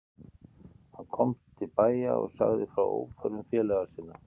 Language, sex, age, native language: Icelandic, male, 50-59, Icelandic